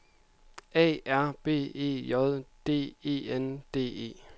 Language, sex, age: Danish, male, 26